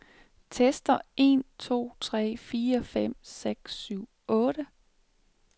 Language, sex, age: Danish, female, 36